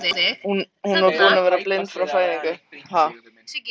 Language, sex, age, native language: Icelandic, male, 13, Icelandic